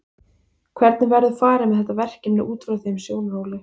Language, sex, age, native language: Icelandic, female, 20-29, Icelandic